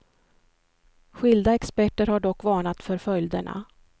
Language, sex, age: Swedish, female, 53